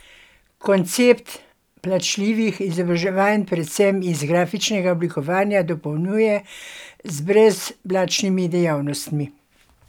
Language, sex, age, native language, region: Slovenian, female, 60+, Slovenian, Gorenjska region